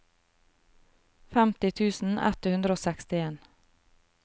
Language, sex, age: Norwegian, female, 33